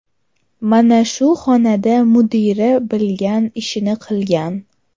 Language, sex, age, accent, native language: Uzbek, female, 18-24, Toshkent shahri, Uzbek